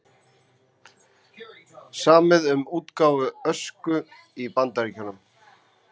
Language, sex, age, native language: Icelandic, male, 20-29, Icelandic